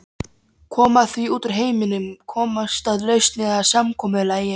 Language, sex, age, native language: Icelandic, female, 13, Polish